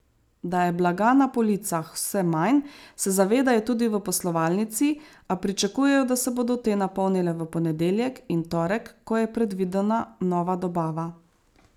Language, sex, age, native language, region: Slovenian, female, 30-49, Slovenian, Savinja region